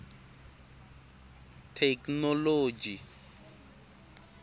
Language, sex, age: Tsonga, male, 19